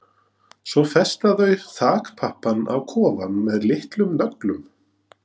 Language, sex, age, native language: Icelandic, male, 40-49, Norwegian